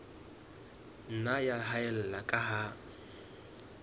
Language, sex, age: Southern Sotho, male, 20